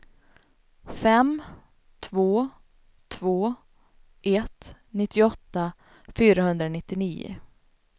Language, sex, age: Swedish, female, 29